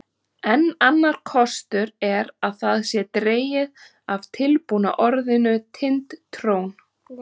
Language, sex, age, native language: Icelandic, female, 30-39, Icelandic